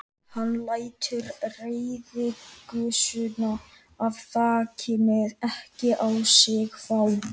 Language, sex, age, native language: Icelandic, male, 13, Icelandic